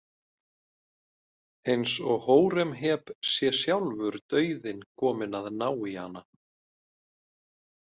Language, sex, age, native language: Icelandic, male, 30-39, Icelandic